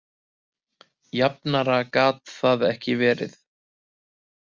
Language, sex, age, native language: Icelandic, male, 30-39, Icelandic